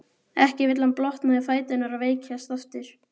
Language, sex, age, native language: Icelandic, male, 12, Icelandic